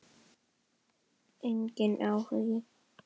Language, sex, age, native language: Icelandic, female, 10, Icelandic